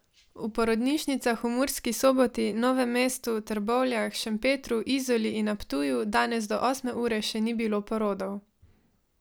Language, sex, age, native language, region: Slovenian, female, 18-29, Slovenian, Savinja region